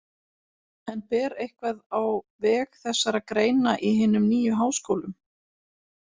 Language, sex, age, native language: Icelandic, female, 40-49, Icelandic